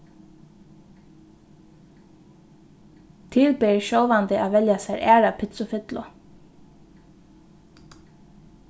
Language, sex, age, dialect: Faroese, female, 15-35, Norðurstreymoy/Eysturoy